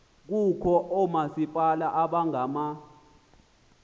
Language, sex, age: Xhosa, male, 20